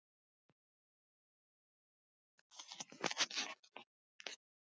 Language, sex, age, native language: Icelandic, male, 8, Icelandic